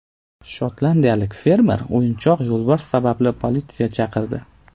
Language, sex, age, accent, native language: Uzbek, male, 18-24, Navoiy, Uzbek